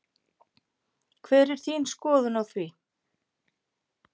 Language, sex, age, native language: Icelandic, female, 50-59, Icelandic